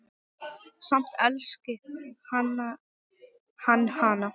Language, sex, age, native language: Icelandic, female, 10, Icelandic